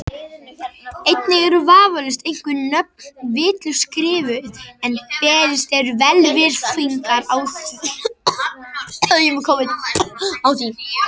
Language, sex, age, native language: Icelandic, male, 60-69, Icelandic